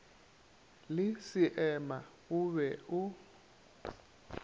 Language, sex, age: Northern Sotho, male, 27